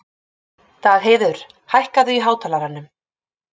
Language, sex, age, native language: Icelandic, female, 30-39, Icelandic